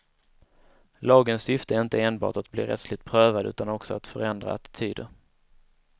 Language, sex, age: Swedish, male, 19